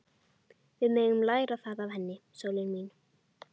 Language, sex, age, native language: Icelandic, female, 12, Icelandic